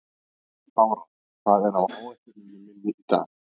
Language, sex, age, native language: Icelandic, male, 30-39, Icelandic